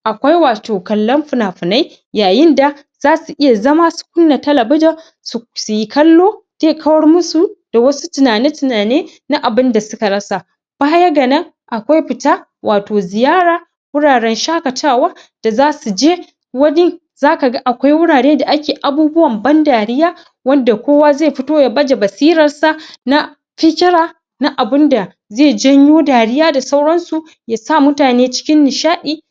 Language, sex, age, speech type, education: Hausa, female, 15-29, spontaneous, tertiary